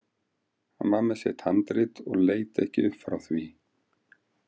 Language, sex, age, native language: Icelandic, male, 50-59, Icelandic